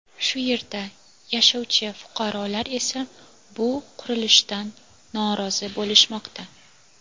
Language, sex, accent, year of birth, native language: Uzbek, female, Toshkent viloyati, 2000, Uzbek